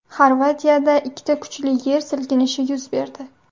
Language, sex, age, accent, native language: Uzbek, female, 18-24, Surxondaryo, Uzbek